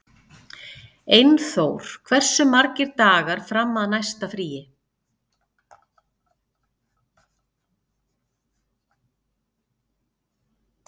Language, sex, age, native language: Icelandic, female, 50-59, Icelandic